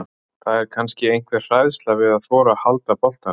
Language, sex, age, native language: Icelandic, male, 40-49, Icelandic